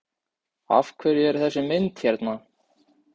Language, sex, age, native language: Icelandic, male, 18-19, Icelandic